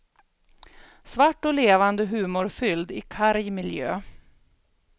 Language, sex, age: Swedish, female, 42